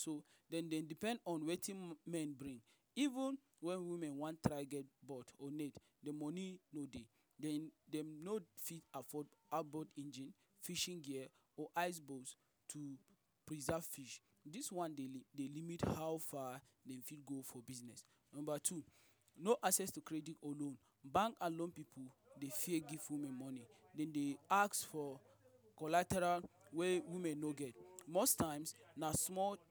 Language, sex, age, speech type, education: Nigerian Pidgin, male, 30-45, spontaneous, tertiary